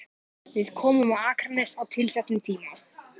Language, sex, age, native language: Icelandic, male, 14, Icelandic